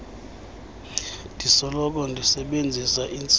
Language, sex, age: Xhosa, male, 35